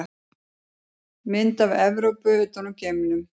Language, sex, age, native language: Icelandic, female, 50-59, Icelandic